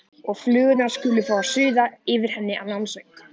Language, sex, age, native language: Icelandic, male, 14, Icelandic